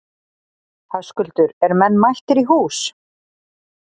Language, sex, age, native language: Icelandic, female, 40-49, Icelandic